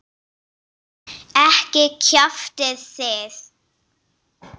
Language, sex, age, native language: Icelandic, female, 8, English